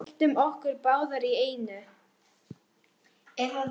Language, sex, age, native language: Icelandic, female, 10, Polish